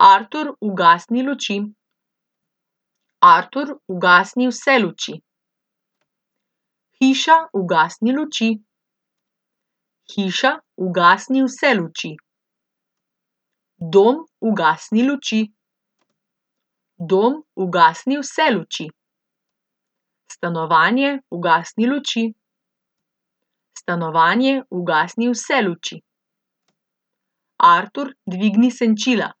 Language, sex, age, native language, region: Slovenian, female, 18-29, Slovenian, Central Slovenia